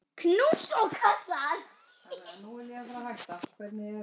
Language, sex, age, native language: Icelandic, female, 9, Icelandic